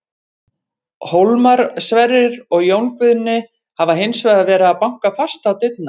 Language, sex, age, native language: Icelandic, female, 40-49, Icelandic